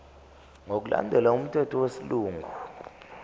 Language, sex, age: Zulu, male, 25